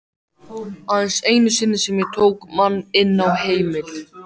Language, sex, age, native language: Icelandic, male, 14, Icelandic